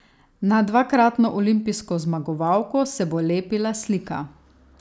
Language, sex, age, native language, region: Slovenian, female, 30-49, Slovenian, Savinja region